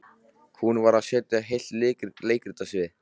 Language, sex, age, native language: Icelandic, male, 13, Icelandic